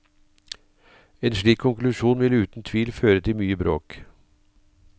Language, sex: Norwegian, male